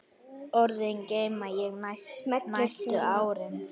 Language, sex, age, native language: Icelandic, female, 8, Icelandic